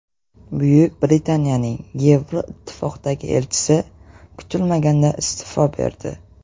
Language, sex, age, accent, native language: Uzbek, male, 12-17, Samarqand, Uzbek